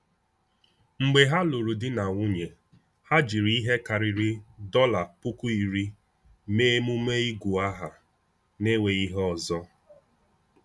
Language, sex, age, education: Igbo, male, 15-29, tertiary